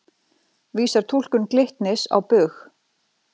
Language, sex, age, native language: Icelandic, female, 40-49, Icelandic